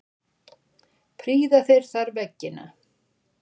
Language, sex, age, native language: Icelandic, female, 60-69, Icelandic